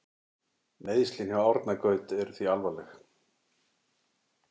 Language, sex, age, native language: Icelandic, male, 60-69, Icelandic